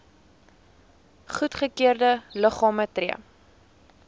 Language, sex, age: Afrikaans, female, 19